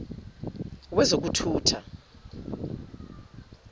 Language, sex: Zulu, female